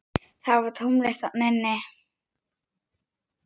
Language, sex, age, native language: Icelandic, female, 8, Icelandic